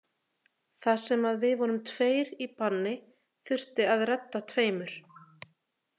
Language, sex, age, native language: Icelandic, female, 30-39, Icelandic